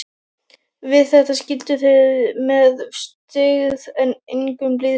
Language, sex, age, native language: Icelandic, female, 12, Icelandic